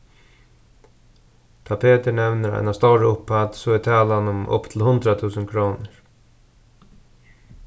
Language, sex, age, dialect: Faroese, male, 36-60, Suðurstreymoy